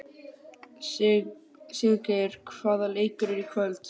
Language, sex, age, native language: Icelandic, male, 12, Icelandic